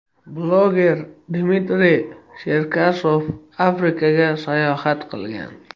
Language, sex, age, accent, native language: Uzbek, male, 25-34, Surxondaryo, Uzbek